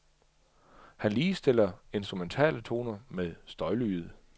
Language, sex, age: Danish, male, 38